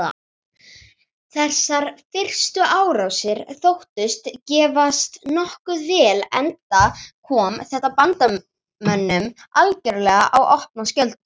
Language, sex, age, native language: Icelandic, female, 40-49, Icelandic